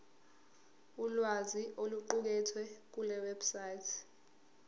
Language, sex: Zulu, female